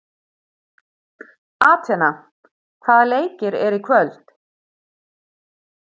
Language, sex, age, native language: Icelandic, female, 30-39, Icelandic